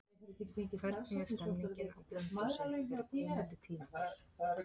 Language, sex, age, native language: Icelandic, female, 30-39, Icelandic